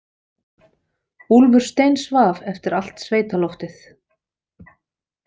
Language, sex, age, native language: Icelandic, female, 40-49, Icelandic